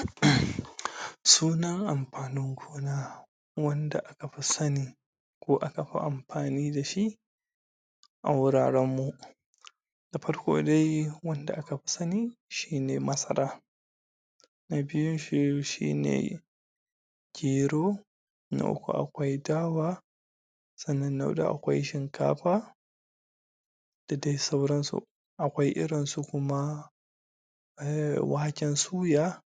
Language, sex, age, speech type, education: Hausa, male, 30-45, spontaneous, tertiary